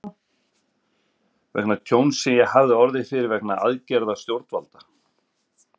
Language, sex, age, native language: Icelandic, male, 50-59, Icelandic